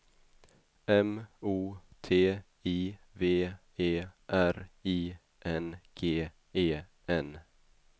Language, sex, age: Swedish, male, 21